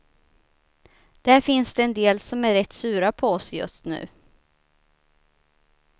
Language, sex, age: Swedish, female, 29